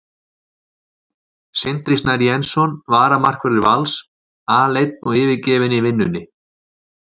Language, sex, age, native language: Icelandic, male, 40-49, Icelandic